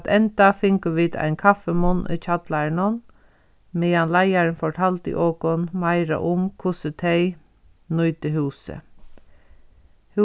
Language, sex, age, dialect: Faroese, female, 36-60, Sandoy